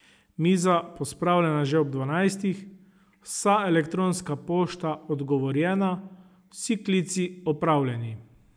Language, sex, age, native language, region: Slovenian, male, 30-49, Slovenian, Savinja region